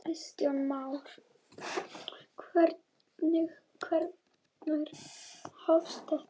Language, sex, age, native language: Icelandic, female, 8, Icelandic